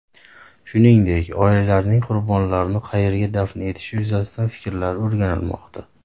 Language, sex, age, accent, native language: Uzbek, male, 30-39, Farg'ona, Uzbek